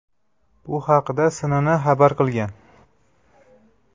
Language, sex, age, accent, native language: Uzbek, male, 18-24, Andijon, Uzbek